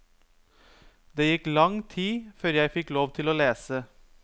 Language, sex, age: Norwegian, male, 30